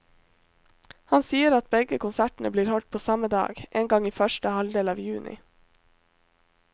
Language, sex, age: Norwegian, female, 21